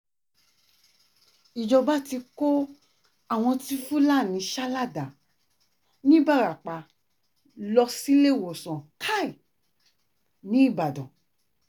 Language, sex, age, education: Yoruba, female, 30-45, tertiary